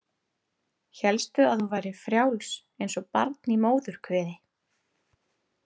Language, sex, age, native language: Icelandic, female, 30-39, Icelandic